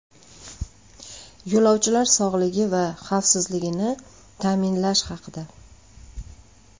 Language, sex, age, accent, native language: Uzbek, female, 35+, Andijon, Uzbek